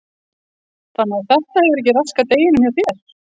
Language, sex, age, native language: Icelandic, female, 40-49, Icelandic